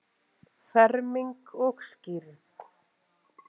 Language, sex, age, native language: Icelandic, male, 7, Icelandic